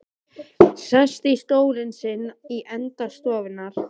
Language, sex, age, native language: Icelandic, female, 13, Icelandic